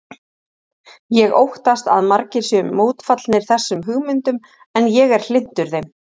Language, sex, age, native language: Icelandic, female, 30-39, Icelandic